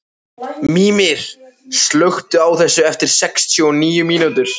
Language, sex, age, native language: Icelandic, male, 14, Icelandic